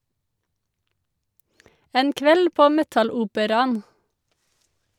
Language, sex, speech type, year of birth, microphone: Norwegian, female, read, 1984, Shure